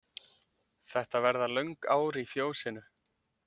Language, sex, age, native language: Icelandic, male, 20-29, Icelandic